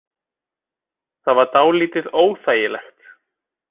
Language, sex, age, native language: Icelandic, male, 20-29, Icelandic